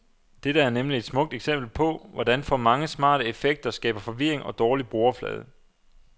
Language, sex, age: Danish, male, 27